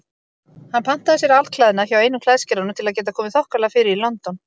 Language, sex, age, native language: Icelandic, female, 30-39, Icelandic